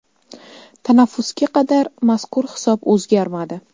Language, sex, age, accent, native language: Uzbek, female, 18-24, Jizzax, Uzbek